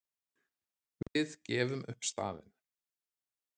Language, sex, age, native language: Icelandic, male, 30-39, Icelandic